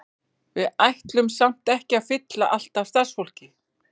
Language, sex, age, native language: Icelandic, female, 40-49, Icelandic